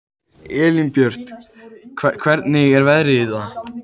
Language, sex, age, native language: Icelandic, male, 18-19, Icelandic